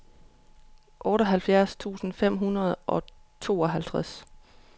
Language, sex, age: Danish, female, 31